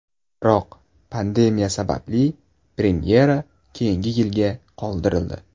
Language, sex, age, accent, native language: Uzbek, male, 18-24, Buxoro, Uzbek